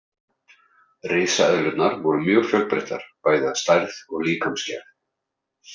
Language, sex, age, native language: Icelandic, male, 30-39, Icelandic